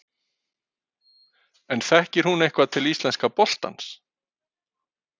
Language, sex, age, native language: Icelandic, male, 40-49, Icelandic